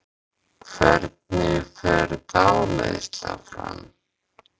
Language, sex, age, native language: Icelandic, male, 30-39, Icelandic